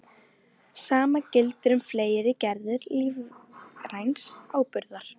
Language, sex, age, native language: Icelandic, female, 18-19, Icelandic